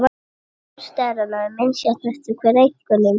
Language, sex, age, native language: Icelandic, male, 60-69, Icelandic